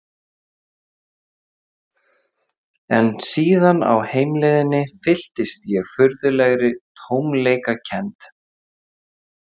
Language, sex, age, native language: Icelandic, male, 30-39, Icelandic